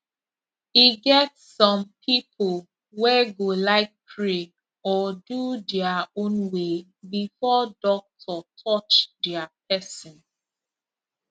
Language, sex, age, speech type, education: Nigerian Pidgin, female, 15-29, spontaneous, tertiary